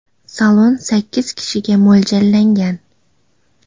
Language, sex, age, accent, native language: Uzbek, female, 19-29, Xorazm, Uzbek